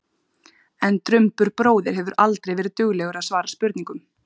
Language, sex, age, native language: Icelandic, female, 30-39, Icelandic